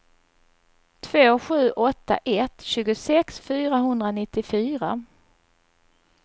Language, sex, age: Swedish, female, 39